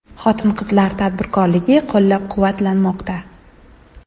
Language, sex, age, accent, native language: Uzbek, female, 19-29, Toshkent shahri, Uzbek